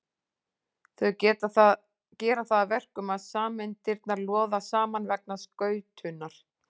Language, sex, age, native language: Icelandic, female, 40-49, Icelandic